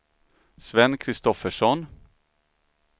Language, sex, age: Swedish, male, 39